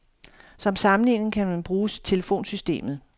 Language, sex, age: Danish, female, 51